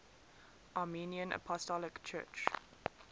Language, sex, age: English, female, 19